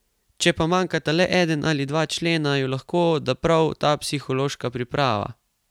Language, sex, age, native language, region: Slovenian, male, 18-29, Slovenian, Carinthia region